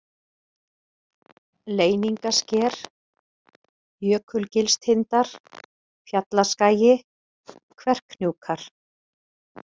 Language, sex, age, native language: Icelandic, female, 50-59, Icelandic